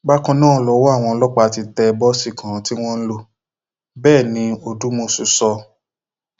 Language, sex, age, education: Yoruba, male, 15-29, tertiary